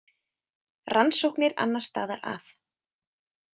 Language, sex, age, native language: Icelandic, female, 20-29, Icelandic